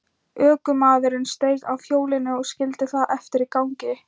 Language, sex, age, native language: Icelandic, female, 13, Thai